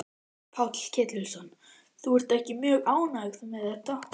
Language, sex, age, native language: Icelandic, male, 11, Icelandic